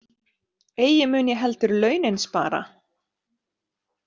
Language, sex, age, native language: Icelandic, male, 40-49, Icelandic